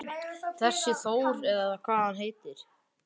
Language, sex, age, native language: Icelandic, male, 11, Icelandic